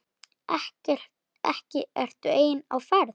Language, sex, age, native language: Icelandic, male, 9, Icelandic